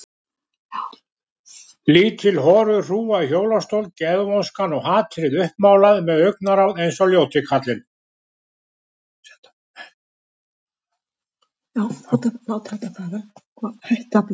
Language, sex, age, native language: Icelandic, male, 70-79, Icelandic